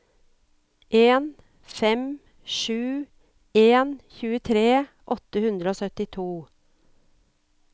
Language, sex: Norwegian, female